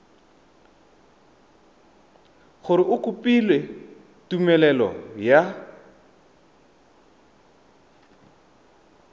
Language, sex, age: Tswana, male, 31